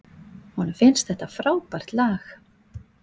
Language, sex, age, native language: Icelandic, female, 40-49, Icelandic